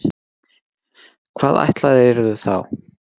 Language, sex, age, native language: Icelandic, male, 40-49, Icelandic